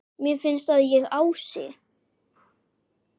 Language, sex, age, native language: Icelandic, male, 10, Icelandic